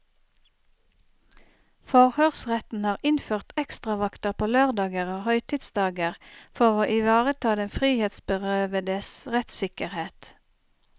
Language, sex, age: Norwegian, female, 30